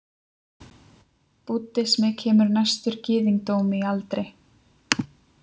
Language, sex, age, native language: Icelandic, female, 20-29, Icelandic